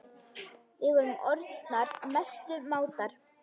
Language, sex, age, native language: Icelandic, female, 10, Icelandic